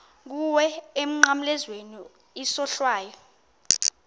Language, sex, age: Xhosa, female, 22